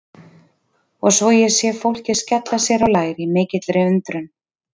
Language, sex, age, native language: Icelandic, female, 30-39, Icelandic